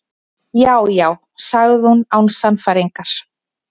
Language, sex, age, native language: Icelandic, female, 20-29, Icelandic